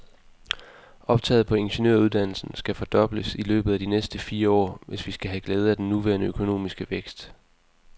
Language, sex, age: Danish, male, 20